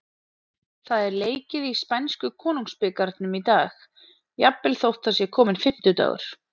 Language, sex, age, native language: Icelandic, female, 30-39, Icelandic